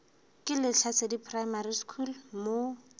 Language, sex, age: Northern Sotho, female, 22